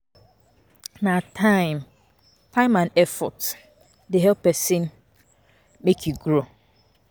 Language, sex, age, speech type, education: Nigerian Pidgin, female, 15-29, spontaneous, tertiary